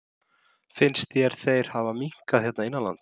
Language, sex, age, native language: Icelandic, male, 30-39, Icelandic